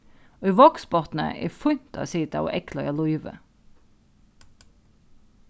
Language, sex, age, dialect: Faroese, female, 36-60, Norðuroyggjar